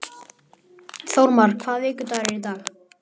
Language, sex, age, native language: Icelandic, male, 11, Icelandic